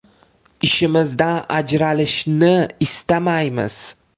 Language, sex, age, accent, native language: Uzbek, male, 18-24, Toshkent viloyati, Uzbek